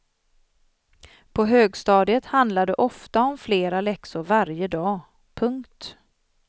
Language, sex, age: Swedish, female, 40